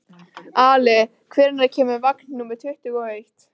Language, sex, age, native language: Icelandic, female, 13, Icelandic